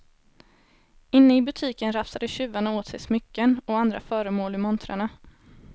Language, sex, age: Swedish, female, 18